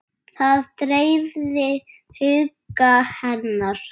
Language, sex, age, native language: Icelandic, male, 7, Icelandic